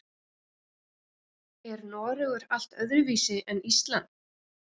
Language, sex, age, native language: Icelandic, female, 40-49, Icelandic